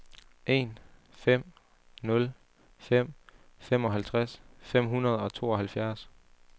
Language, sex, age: Danish, male, 18